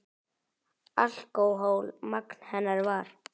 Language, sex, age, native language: Icelandic, male, 10, Icelandic